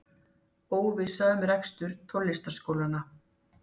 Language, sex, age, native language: Icelandic, female, 50-59, Icelandic